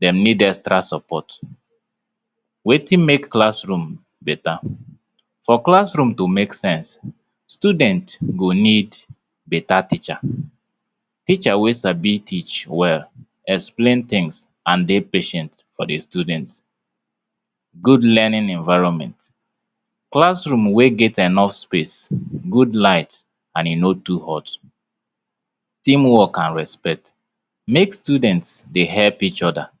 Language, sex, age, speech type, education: Nigerian Pidgin, male, 30-45, spontaneous, tertiary